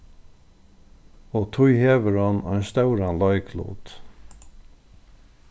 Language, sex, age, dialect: Faroese, male, 36-60, Norðurstreymoy/Eysturoy